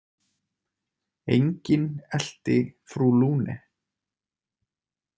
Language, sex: Icelandic, male